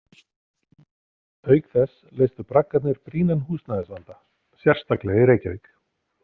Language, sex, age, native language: Icelandic, male, 40-49, Icelandic